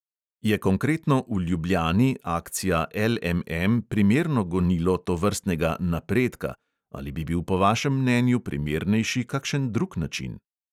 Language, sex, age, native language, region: Slovenian, male, 30-49, Slovenian, Central Slovenia